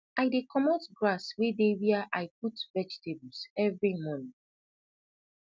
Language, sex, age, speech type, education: Nigerian Pidgin, female, 30-45, spontaneous, tertiary